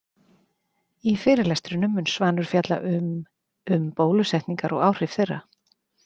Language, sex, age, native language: Icelandic, female, 40-49, Icelandic